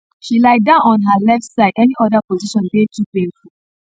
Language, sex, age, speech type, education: Nigerian Pidgin, female, 30-45, spontaneous, tertiary